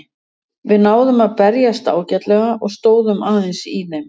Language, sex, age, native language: Icelandic, female, 60-69, Icelandic